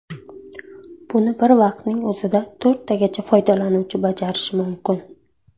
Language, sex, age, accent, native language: Uzbek, female, 19-29, Surxondaryo, Uzbek